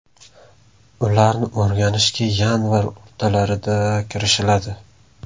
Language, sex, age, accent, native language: Uzbek, male, 18-24, Samarqand, Uzbek